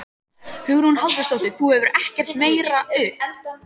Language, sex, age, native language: Icelandic, female, 13, Icelandic